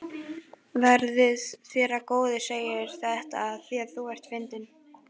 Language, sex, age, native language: Icelandic, female, 12, Icelandic